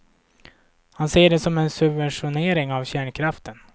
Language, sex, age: Swedish, male, 26